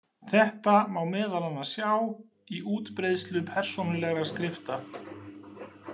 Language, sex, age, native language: Icelandic, male, 40-49, Icelandic